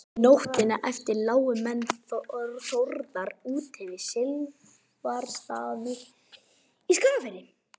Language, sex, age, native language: Icelandic, male, 20-29, Icelandic